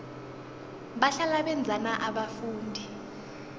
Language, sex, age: South Ndebele, female, 21